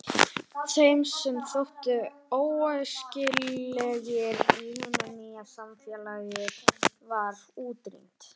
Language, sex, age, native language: Icelandic, male, 18-19, Icelandic